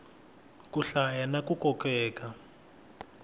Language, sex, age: Tsonga, male, 21